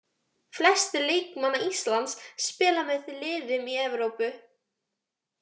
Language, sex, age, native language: Icelandic, female, 18-19, Icelandic